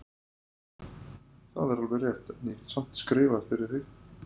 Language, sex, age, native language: Icelandic, male, 30-39, Icelandic